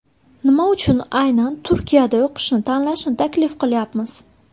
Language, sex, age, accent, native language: Uzbek, female, 19-29, Buxoro, Uzbek